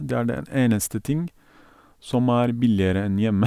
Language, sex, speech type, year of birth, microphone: Norwegian, male, spontaneous, 1982, Sennheiser